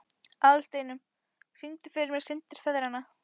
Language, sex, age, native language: Icelandic, female, 11, Icelandic